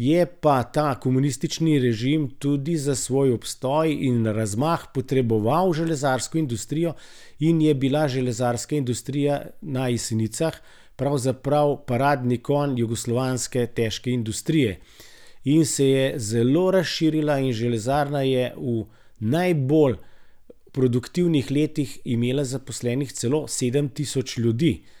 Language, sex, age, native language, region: Slovenian, male, 60+, Slovenian, Gorenjska region